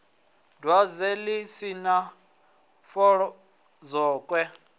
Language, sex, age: Venda, male, 20